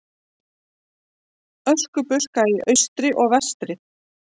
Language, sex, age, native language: Icelandic, female, 40-49, Icelandic